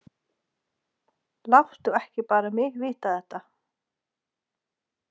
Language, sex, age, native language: Icelandic, female, 40-49, Danish